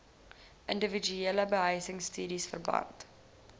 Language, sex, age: Afrikaans, female, 20